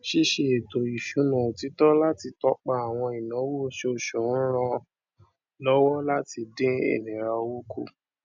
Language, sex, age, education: Yoruba, male, 15-29, tertiary